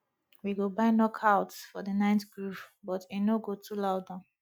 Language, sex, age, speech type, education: Nigerian Pidgin, female, 30-45, spontaneous, tertiary